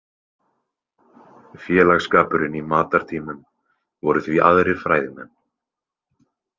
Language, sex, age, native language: Icelandic, male, 20-29, Icelandic